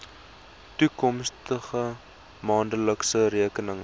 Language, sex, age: Afrikaans, male, 19